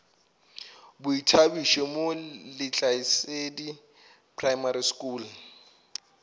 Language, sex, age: Northern Sotho, male, 24